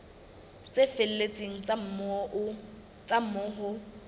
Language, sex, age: Southern Sotho, female, 19